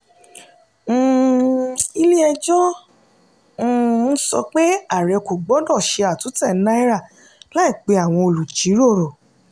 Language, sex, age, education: Yoruba, female, 30-45, tertiary